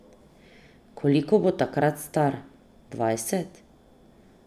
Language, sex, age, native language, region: Slovenian, female, 30-49, Slovenian, Drava region